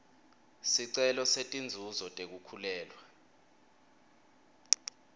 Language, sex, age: Swati, male, 23